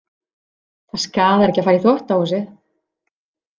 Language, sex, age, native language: Icelandic, female, 40-49, Icelandic